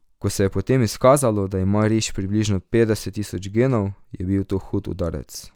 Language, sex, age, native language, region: Slovenian, male, 18-29, Slovenian, Drava region